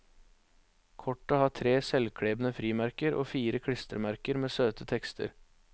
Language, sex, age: Norwegian, male, 21